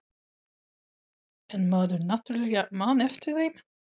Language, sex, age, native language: Icelandic, female, 40-49, Swedish